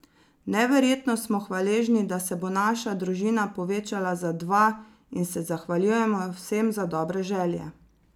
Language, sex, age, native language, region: Slovenian, female, 30-49, Slovenian, Zasavska region